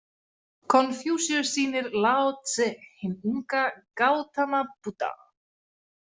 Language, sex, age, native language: Icelandic, female, 30-39, Icelandic